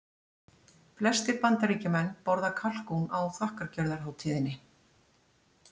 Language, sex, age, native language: Icelandic, female, 60-69, Icelandic